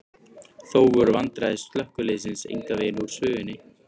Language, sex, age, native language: Icelandic, male, 15, Icelandic